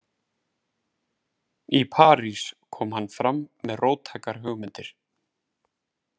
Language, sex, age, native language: Icelandic, male, 30-39, Icelandic